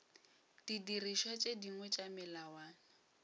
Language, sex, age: Northern Sotho, female, 22